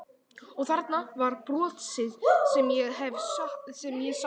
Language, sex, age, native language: Icelandic, male, 11, Icelandic